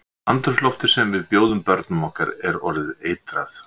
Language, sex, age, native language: Icelandic, male, 60-69, Icelandic